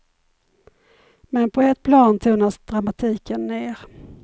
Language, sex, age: Swedish, female, 51